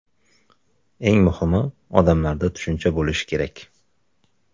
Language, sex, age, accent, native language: Uzbek, male, 19-29, Samarqand, Uzbek